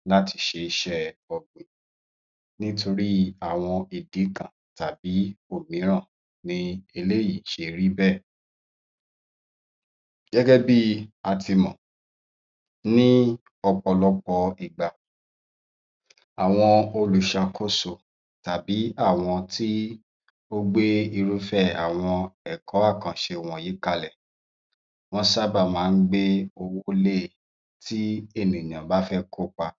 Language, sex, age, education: Yoruba, male, 30-45, tertiary